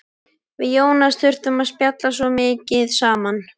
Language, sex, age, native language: Icelandic, male, 11, Icelandic